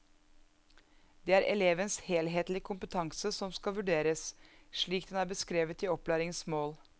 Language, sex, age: Norwegian, female, 34